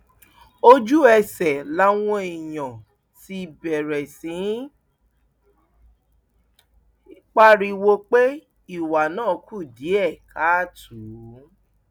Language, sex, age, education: Yoruba, female, 30-45, tertiary